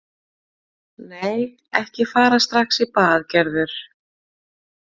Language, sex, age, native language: Icelandic, female, 40-49, Icelandic